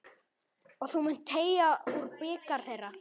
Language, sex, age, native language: Icelandic, male, 11, Icelandic